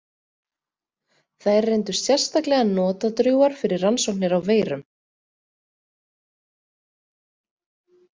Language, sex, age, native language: Icelandic, female, 30-39, Icelandic